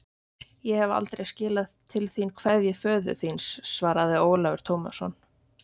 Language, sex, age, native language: Icelandic, female, 20-29, Icelandic